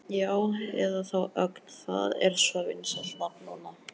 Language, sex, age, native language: Icelandic, male, 14, Icelandic